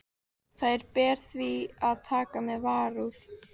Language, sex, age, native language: Icelandic, female, 18-19, Icelandic